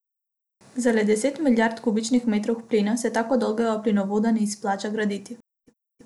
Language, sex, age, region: Slovenian, female, 18-29, Abroad